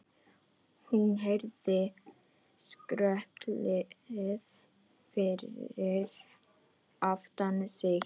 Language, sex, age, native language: Icelandic, female, 14, Icelandic